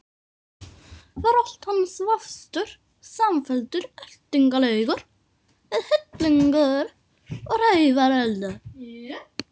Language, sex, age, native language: Icelandic, female, 18-19, Norwegian